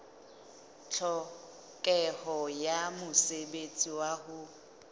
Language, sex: Southern Sotho, female